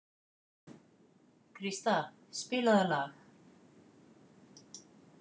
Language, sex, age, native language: Icelandic, female, 50-59, Icelandic